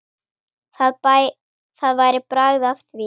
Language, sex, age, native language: Icelandic, female, 9, Icelandic